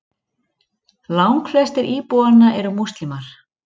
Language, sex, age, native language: Icelandic, female, 40-49, Icelandic